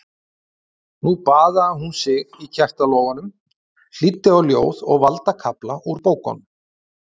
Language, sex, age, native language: Icelandic, male, 30-39, Icelandic